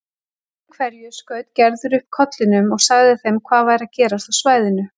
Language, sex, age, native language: Icelandic, female, 40-49, Icelandic